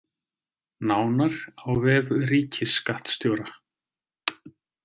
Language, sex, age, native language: Icelandic, male, 30-39, Icelandic